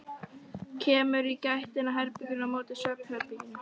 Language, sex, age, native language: Icelandic, female, 13, Icelandic